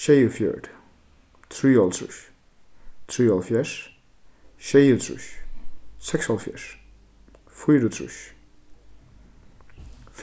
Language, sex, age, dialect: Faroese, male, 15-35, Suðurstreymoy